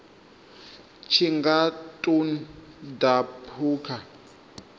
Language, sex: Venda, male